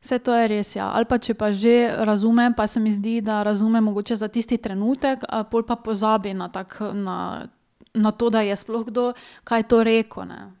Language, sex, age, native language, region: Slovenian, female, 18-29, Slovenian, Drava region